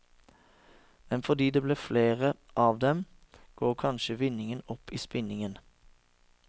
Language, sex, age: Norwegian, male, 36